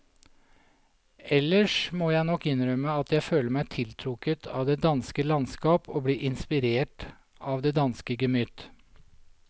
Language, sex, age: Norwegian, male, 47